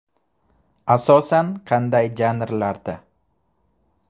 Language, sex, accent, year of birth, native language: Uzbek, male, Namangan, 1999, Uzbek